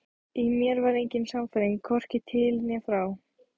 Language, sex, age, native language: Icelandic, female, 15, Icelandic